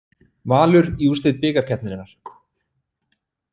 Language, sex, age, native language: Icelandic, male, 30-39, Icelandic